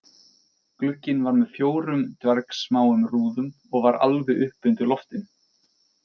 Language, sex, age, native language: Icelandic, male, 20-29, Icelandic